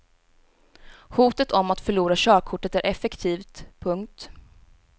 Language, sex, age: Swedish, female, 18